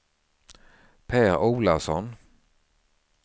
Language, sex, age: Swedish, male, 49